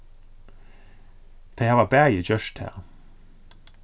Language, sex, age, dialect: Faroese, male, 36-60, Suðurstreymoy